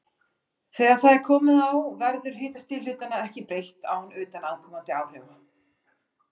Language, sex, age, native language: Icelandic, female, 40-49, Icelandic